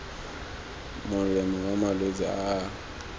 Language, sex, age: Tswana, male, 19